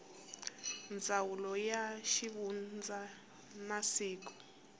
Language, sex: Tsonga, female